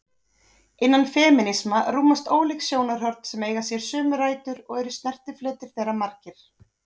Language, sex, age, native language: Icelandic, female, 30-39, Icelandic